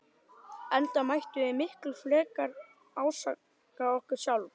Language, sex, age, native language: Icelandic, male, 12, Icelandic